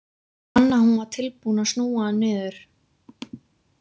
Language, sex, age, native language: Icelandic, female, 20-29, Icelandic